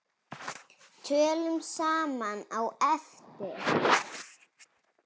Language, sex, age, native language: Icelandic, female, 7, Icelandic